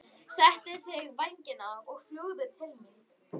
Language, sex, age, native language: Icelandic, female, 11, Icelandic